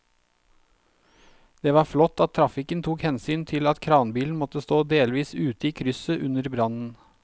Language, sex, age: Norwegian, male, 32